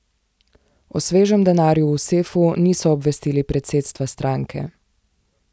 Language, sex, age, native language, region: Slovenian, female, 18-29, Slovenian, Zasavska region